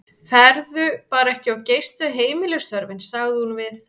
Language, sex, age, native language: Icelandic, female, 30-39, Icelandic